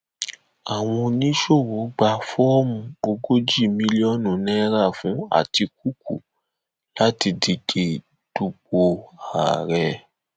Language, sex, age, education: Yoruba, male, 15-29, tertiary